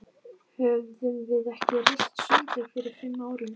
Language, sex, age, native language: Icelandic, female, 13, Icelandic